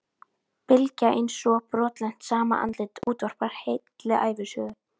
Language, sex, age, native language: Icelandic, female, 12, Icelandic